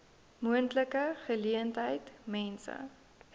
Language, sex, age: Afrikaans, female, 19